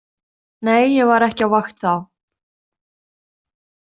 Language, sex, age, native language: Icelandic, female, 30-39, Icelandic